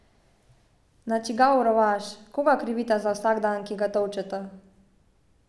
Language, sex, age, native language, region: Slovenian, female, 18-29, Slovenian, Savinja region